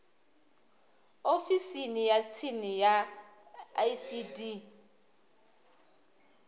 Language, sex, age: Venda, female, 26